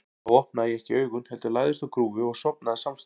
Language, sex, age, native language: Icelandic, male, 40-49, Icelandic